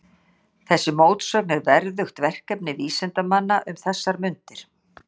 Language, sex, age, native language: Icelandic, female, 60-69, Icelandic